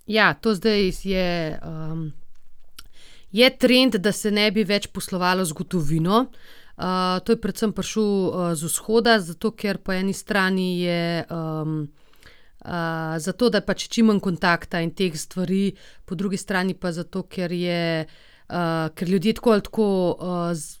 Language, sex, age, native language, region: Slovenian, female, 30-49, Slovenian, Gorenjska region